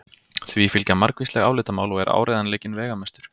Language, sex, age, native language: Icelandic, male, 30-39, Icelandic